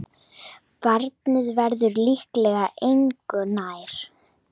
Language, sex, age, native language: Icelandic, female, 9, Icelandic